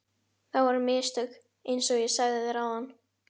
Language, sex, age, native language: Icelandic, male, 12, Icelandic